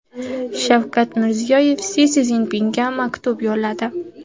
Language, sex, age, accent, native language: Uzbek, female, 18-24, Andijon, Uzbek